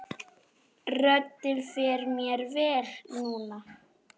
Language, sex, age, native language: Icelandic, male, 9, Icelandic